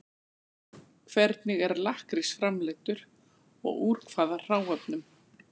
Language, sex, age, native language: Icelandic, female, 40-49, Icelandic